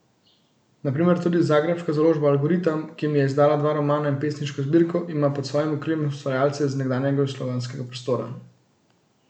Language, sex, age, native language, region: Slovenian, male, 18-29, Slovenian, Central Slovenia